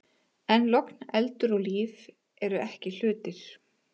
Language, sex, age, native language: Icelandic, female, 30-39, Icelandic